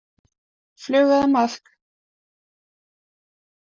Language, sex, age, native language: Icelandic, female, 20-29, Icelandic